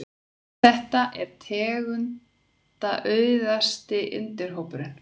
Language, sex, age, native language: Icelandic, female, 30-39, Icelandic